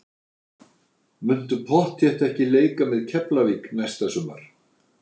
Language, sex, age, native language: Icelandic, male, 60-69, Icelandic